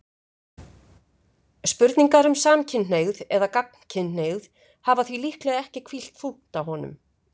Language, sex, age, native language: Icelandic, female, 50-59, Icelandic